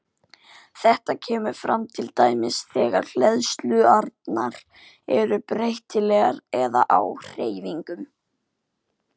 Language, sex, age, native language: Icelandic, female, 40-49, Icelandic